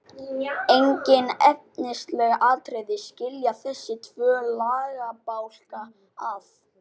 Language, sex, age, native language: Icelandic, male, 12, Icelandic